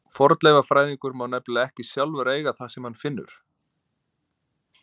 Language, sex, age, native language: Icelandic, male, 30-39, Icelandic